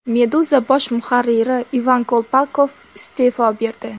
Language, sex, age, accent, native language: Uzbek, female, 18-24, Namangan, Uzbek